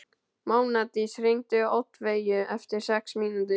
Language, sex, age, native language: Icelandic, male, 12, Icelandic